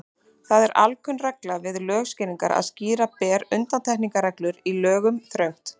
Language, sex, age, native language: Icelandic, female, 30-39, Icelandic